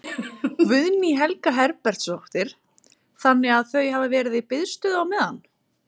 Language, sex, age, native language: Icelandic, female, 30-39, Icelandic